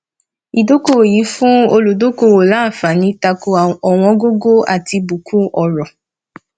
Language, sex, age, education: Yoruba, female, 15-29, tertiary